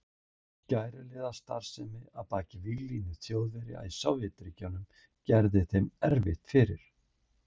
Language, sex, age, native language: Icelandic, male, 60-69, Icelandic